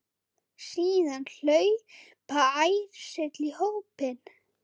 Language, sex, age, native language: Icelandic, male, 9, Icelandic